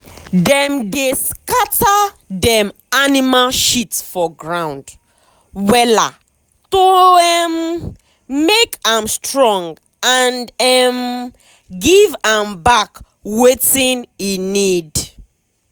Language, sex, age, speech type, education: Nigerian Pidgin, female, 15-29, spontaneous, tertiary